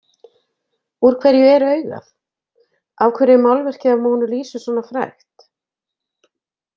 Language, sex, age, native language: Icelandic, female, 50-59, Icelandic